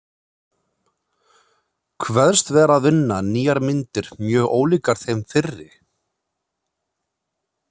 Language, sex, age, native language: Icelandic, male, 30-39, Icelandic